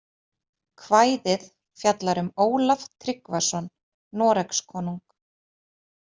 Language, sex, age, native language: Icelandic, female, 30-39, Icelandic